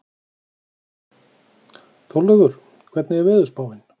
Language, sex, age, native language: Icelandic, male, 40-49, Icelandic